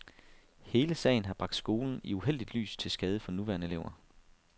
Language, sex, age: Danish, male, 32